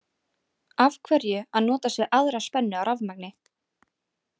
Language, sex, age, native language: Icelandic, female, 18-19, Icelandic